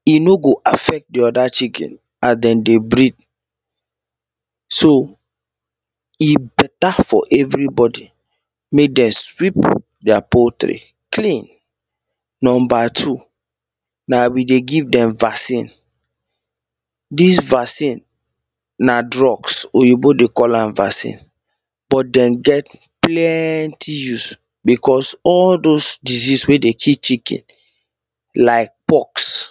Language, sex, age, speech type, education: Nigerian Pidgin, male, 30-45, spontaneous, tertiary